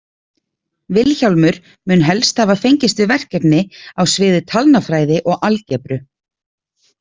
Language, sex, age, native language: Icelandic, female, 30-39, Icelandic